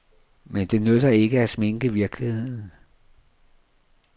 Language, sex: Danish, male